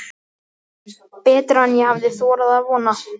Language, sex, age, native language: Icelandic, male, 12, Icelandic